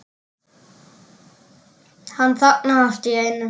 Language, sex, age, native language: Icelandic, male, 10, Icelandic